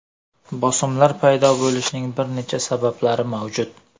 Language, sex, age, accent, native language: Uzbek, male, 18-24, Surxondaryo, Uzbek